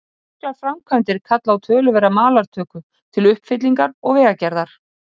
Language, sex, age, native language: Icelandic, female, 30-39, Icelandic